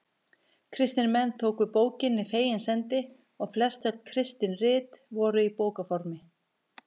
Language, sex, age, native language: Icelandic, female, 50-59, Icelandic